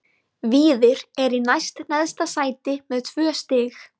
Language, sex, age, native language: Icelandic, female, 20-29, Icelandic